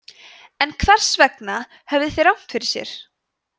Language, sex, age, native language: Icelandic, female, 20-29, Icelandic